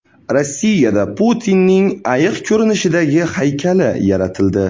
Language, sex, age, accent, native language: Uzbek, male, 18-24, Andijon, Uzbek